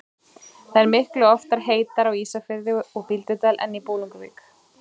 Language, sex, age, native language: Icelandic, female, 30-39, Icelandic